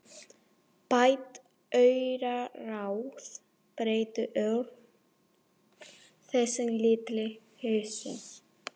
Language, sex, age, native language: Icelandic, female, 40-49, Spanish